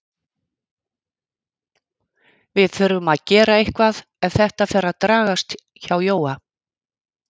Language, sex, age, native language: Icelandic, female, 50-59, Icelandic